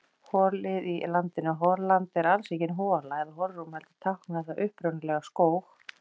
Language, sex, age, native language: Icelandic, female, 40-49, Icelandic